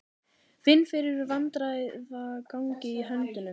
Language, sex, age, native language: Icelandic, female, 18-19, Icelandic